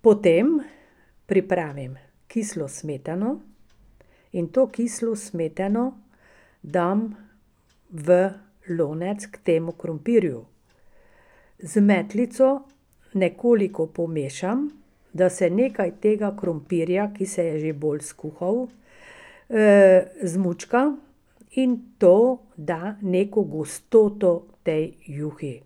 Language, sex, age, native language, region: Slovenian, female, 60+, Slovenian, Pomurje region